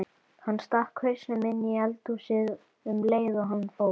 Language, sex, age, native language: Icelandic, female, 12, Icelandic